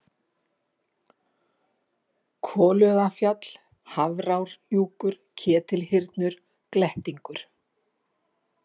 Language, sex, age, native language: Icelandic, female, 50-59, Icelandic